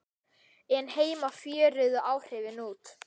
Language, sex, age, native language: Icelandic, male, 10, Icelandic